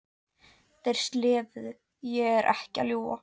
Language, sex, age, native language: Icelandic, female, 14, Icelandic